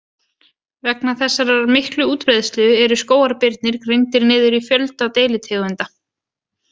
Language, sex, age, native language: Icelandic, female, 20-29, Icelandic